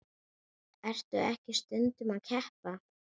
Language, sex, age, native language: Icelandic, female, 9, Icelandic